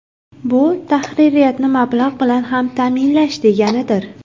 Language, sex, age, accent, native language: Uzbek, female, 19-29, Farg'ona, Uzbek